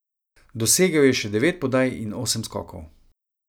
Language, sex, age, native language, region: Slovenian, male, 30-49, Slovenian, Savinja region